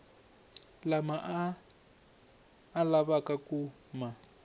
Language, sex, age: Tsonga, male, 21